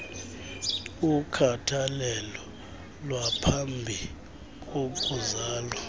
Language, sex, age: Xhosa, male, 35